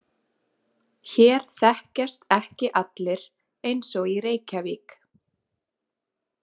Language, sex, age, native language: Icelandic, female, 30-39, Icelandic